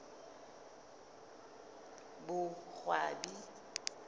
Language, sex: Southern Sotho, female